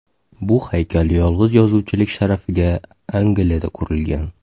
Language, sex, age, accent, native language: Uzbek, male, 18-24, Toshkent shahri, Uzbek